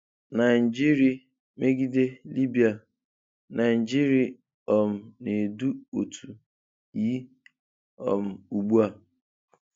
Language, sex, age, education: Igbo, male, 15-29, tertiary